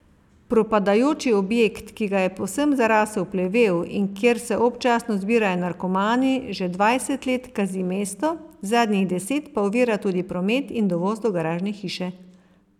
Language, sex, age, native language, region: Slovenian, female, 50-59, Slovenian, Savinja region